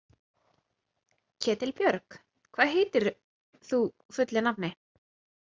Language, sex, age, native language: Icelandic, female, 30-39, Icelandic